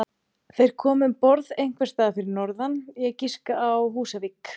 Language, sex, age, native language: Icelandic, female, 30-39, Icelandic